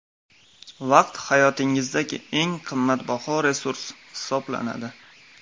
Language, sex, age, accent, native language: Uzbek, male, 18-24, Farg'ona, Uzbek